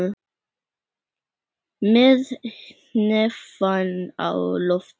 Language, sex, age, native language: Icelandic, female, 10, Icelandic